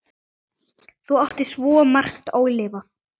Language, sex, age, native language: Icelandic, male, 9, Icelandic